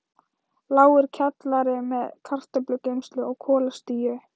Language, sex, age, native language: Icelandic, female, 13, Thai